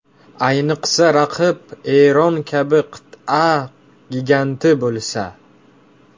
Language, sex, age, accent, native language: Uzbek, male, 18-24, Jizzax, Uzbek